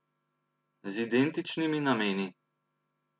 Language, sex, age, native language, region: Slovenian, male, 30-49, Slovenian, Central Slovenia